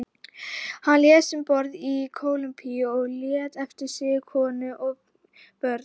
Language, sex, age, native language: Icelandic, female, 18-19, Icelandic